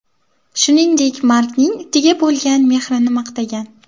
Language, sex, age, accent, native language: Uzbek, female, 18-24, Samarqand, Uzbek